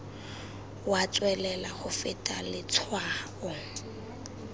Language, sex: Tswana, female